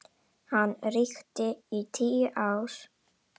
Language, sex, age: Icelandic, female, 10